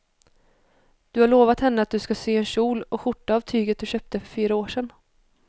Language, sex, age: Swedish, female, 21